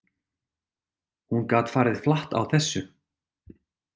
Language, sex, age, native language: Icelandic, male, 40-49, Icelandic